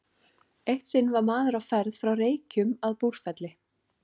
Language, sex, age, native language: Icelandic, female, 40-49, Icelandic